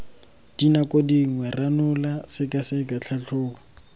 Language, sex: Tswana, male